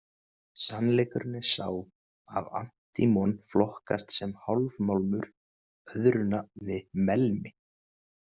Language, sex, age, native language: Icelandic, male, 20-29, Icelandic